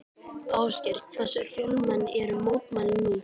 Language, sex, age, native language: Icelandic, male, 12, Icelandic